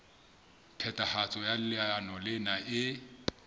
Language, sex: Southern Sotho, male